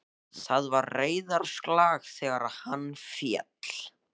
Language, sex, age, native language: Icelandic, male, 14, Icelandic